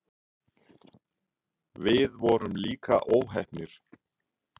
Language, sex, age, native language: Icelandic, male, 50-59, Icelandic